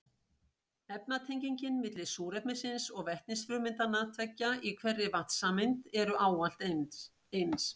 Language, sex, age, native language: Icelandic, female, 60-69, Icelandic